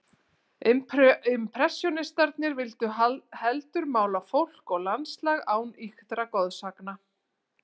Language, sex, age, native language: Icelandic, female, 40-49, Icelandic